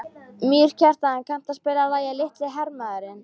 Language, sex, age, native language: Icelandic, female, 13, Icelandic